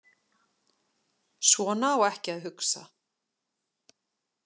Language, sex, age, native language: Icelandic, female, 40-49, Icelandic